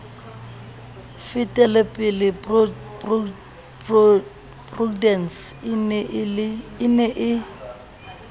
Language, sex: Southern Sotho, female